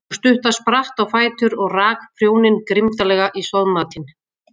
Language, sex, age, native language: Icelandic, female, 50-59, Icelandic